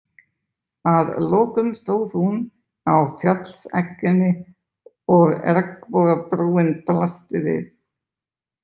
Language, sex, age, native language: Icelandic, male, 20-29, Icelandic